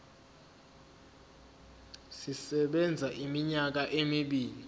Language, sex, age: Zulu, male, 20